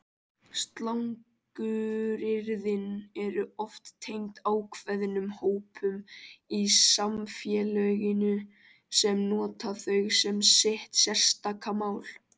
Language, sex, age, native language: Icelandic, male, 18-19, Icelandic